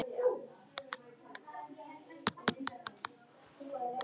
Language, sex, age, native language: Icelandic, male, 10, Icelandic